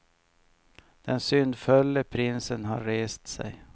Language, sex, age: Swedish, male, 50